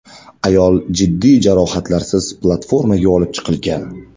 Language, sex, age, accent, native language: Uzbek, male, 18-24, Andijon, Uzbek